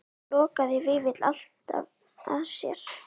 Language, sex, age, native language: Icelandic, female, 9, Icelandic